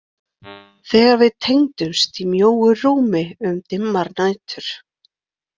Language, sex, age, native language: Icelandic, female, 40-49, Icelandic